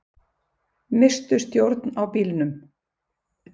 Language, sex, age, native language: Icelandic, female, 50-59, Icelandic